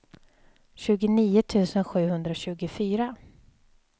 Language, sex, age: Swedish, female, 27